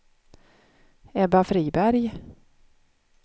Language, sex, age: Swedish, female, 36